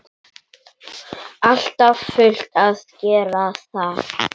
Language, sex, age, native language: Icelandic, male, 9, Icelandic